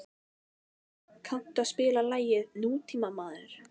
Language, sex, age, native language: Icelandic, female, 15, Icelandic